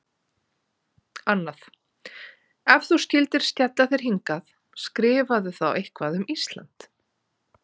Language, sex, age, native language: Icelandic, female, 40-49, Icelandic